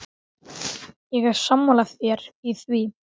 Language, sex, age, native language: Icelandic, male, 12, Icelandic